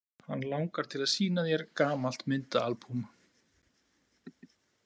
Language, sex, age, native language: Icelandic, male, 40-49, Icelandic